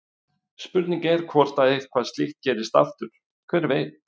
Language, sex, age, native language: Icelandic, male, 50-59, Icelandic